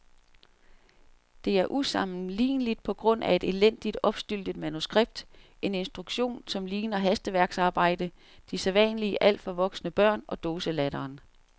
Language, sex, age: Danish, female, 47